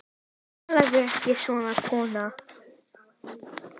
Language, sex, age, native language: Icelandic, female, 10, Icelandic